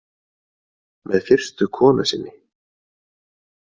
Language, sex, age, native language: Icelandic, male, 40-49, Icelandic